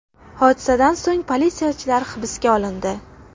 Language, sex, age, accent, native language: Uzbek, female, under 19, Qashqadaryo, Uzbek